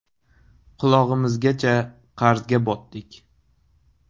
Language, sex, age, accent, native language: Uzbek, male, 18-24, Qashqadaryo, Uzbek